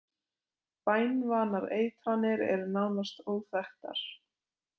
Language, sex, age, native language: Icelandic, female, 20-29, Icelandic